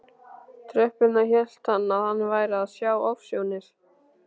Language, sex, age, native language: Icelandic, male, 13, Icelandic